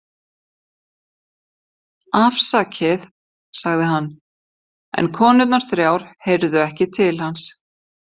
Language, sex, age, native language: Icelandic, female, 50-59, Icelandic